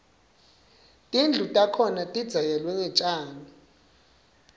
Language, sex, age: Swati, male, 19